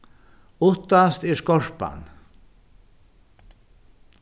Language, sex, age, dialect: Faroese, male, 61+, Norðuroyggjar